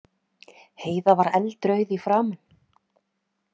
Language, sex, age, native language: Icelandic, female, 30-39, Icelandic